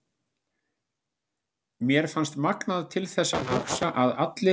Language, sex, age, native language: Icelandic, male, 60-69, Icelandic